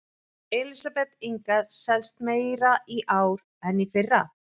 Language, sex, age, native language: Icelandic, female, 11, Icelandic